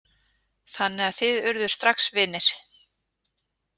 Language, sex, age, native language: Icelandic, female, 40-49, Icelandic